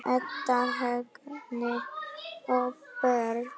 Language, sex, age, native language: Icelandic, female, 9, Icelandic